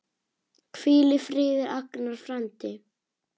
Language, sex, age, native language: Icelandic, female, 8, Icelandic